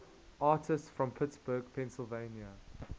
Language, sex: English, male